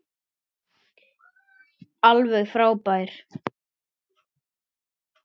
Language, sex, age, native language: Icelandic, male, 9, Icelandic